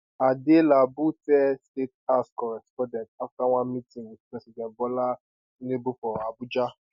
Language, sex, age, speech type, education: Nigerian Pidgin, male, 15-29, spontaneous, tertiary